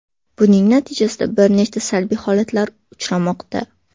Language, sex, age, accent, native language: Uzbek, female, 18-24, Toshkent shahri, Uzbek